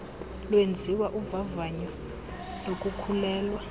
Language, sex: Xhosa, female